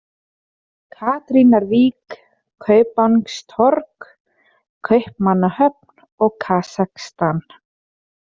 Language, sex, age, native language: Icelandic, female, 30-39, Icelandic